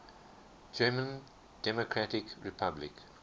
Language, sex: English, male